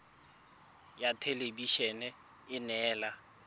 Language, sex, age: Tswana, male, 24